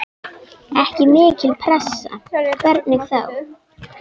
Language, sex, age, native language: Icelandic, female, 10, Icelandic